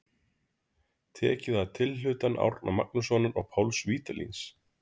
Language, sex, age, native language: Icelandic, male, 30-39, Icelandic